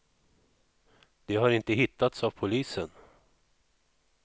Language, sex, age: Swedish, male, 41